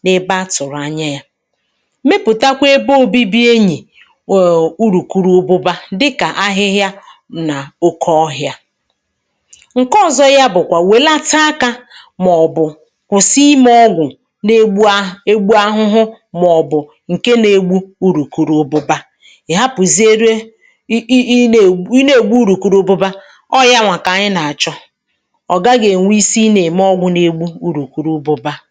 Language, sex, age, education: Igbo, female, 30-45, tertiary